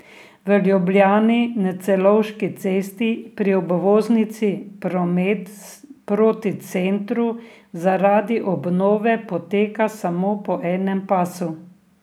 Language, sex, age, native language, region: Slovenian, female, 60+, Slovenian, Drava region